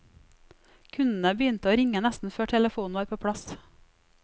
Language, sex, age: Norwegian, female, 34